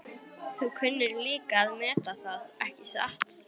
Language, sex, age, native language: Icelandic, female, 11, Icelandic